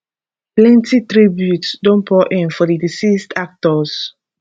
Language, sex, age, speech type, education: Nigerian Pidgin, female, 15-29, spontaneous, tertiary